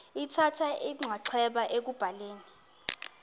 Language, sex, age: Xhosa, female, 22